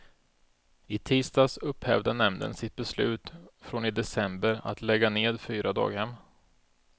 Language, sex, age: Swedish, male, 32